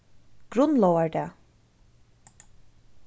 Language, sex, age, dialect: Faroese, female, 15-35, Suðurstreymoy